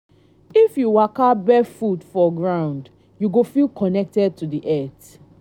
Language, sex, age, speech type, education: Nigerian Pidgin, female, 30-45, spontaneous, tertiary